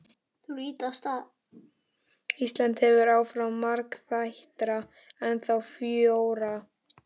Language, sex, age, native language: Icelandic, male, 12, Icelandic